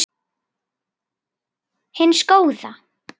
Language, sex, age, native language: Icelandic, female, 10, Icelandic